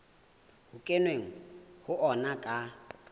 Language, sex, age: Southern Sotho, male, 18